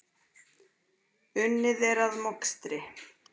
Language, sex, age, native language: Icelandic, female, 40-49, Icelandic